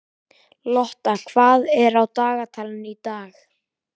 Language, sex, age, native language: Icelandic, male, 18-19, Icelandic